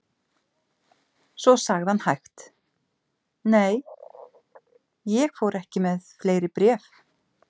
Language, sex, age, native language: Icelandic, female, 50-59, Icelandic